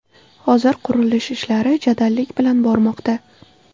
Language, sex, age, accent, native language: Uzbek, female, 18-24, Qashqadaryo, Uzbek